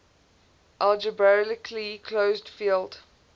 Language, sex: English, female